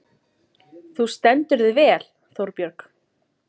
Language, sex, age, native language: Icelandic, female, 20-29, Icelandic